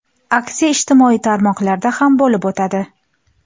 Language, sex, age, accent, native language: Uzbek, female, 18-24, Xorazm, Uzbek